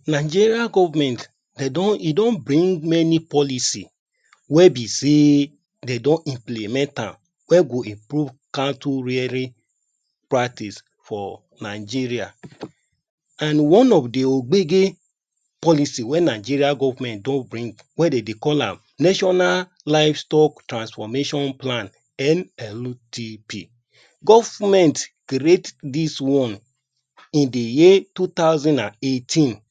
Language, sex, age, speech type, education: Nigerian Pidgin, male, 30-45, spontaneous, tertiary